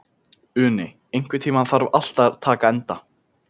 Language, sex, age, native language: Icelandic, male, 15, Icelandic